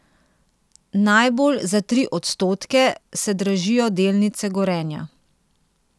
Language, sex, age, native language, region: Slovenian, female, 30-49, Slovenian, Central Slovenia